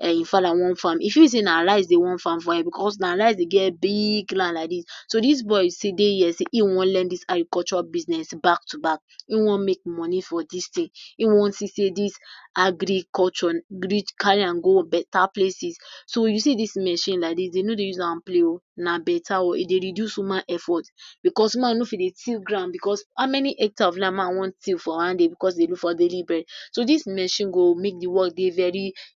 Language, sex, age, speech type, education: Nigerian Pidgin, female, 46-60, spontaneous, tertiary